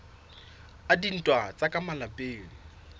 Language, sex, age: Southern Sotho, male, 26